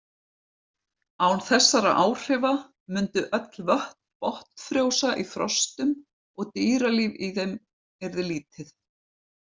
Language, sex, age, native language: Icelandic, female, 50-59, Icelandic